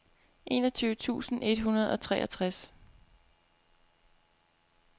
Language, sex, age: Danish, female, 25